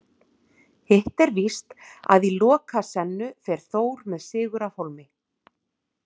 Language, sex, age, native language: Icelandic, female, 40-49, Icelandic